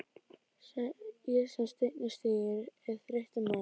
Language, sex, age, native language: Icelandic, female, 12, Icelandic